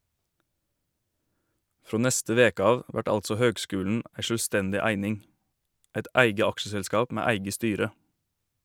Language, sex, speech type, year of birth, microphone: Norwegian, male, read, 1989, Shure